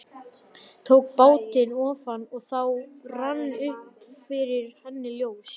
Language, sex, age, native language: Icelandic, male, 11, Icelandic